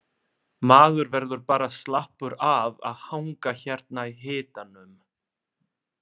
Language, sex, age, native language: Icelandic, male, 20-29, Italian